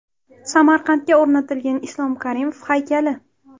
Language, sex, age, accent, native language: Uzbek, female, 18-24, Toshkent shahri, Uzbek